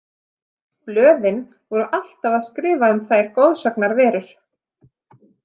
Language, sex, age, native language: Icelandic, female, 30-39, Icelandic